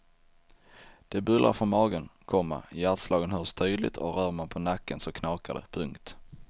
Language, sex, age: Swedish, male, 23